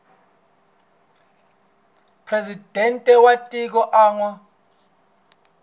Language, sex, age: Tsonga, male, 26